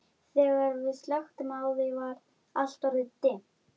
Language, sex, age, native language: Icelandic, female, 10, Icelandic